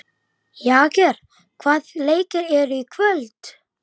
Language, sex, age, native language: Icelandic, male, 11, Icelandic